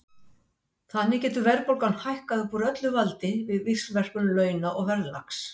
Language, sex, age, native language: Icelandic, female, 60-69, Icelandic